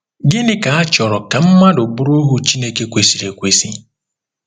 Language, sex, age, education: Igbo, male, 15-29, tertiary